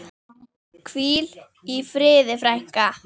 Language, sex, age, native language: Icelandic, female, 10, Icelandic